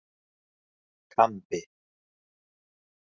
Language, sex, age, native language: Icelandic, male, 30-39, Icelandic